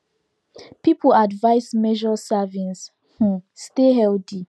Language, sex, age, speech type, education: Nigerian Pidgin, female, 15-29, spontaneous, tertiary